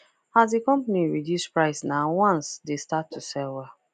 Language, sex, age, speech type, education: Nigerian Pidgin, female, 15-29, spontaneous, tertiary